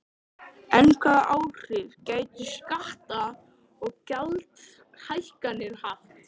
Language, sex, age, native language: Icelandic, male, 13, Icelandic